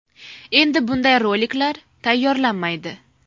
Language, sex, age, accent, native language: Uzbek, female, 19-29, Farg'ona, Uzbek